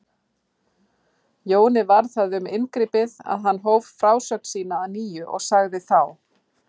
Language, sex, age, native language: Icelandic, female, 40-49, Icelandic